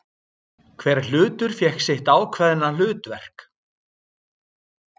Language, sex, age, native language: Icelandic, male, 60-69, Icelandic